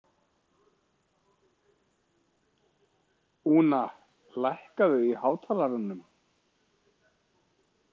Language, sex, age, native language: Icelandic, male, 40-49, Icelandic